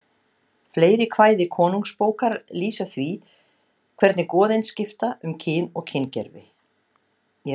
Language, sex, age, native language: Icelandic, female, 60-69, Icelandic